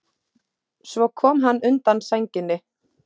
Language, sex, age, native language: Icelandic, female, 30-39, Icelandic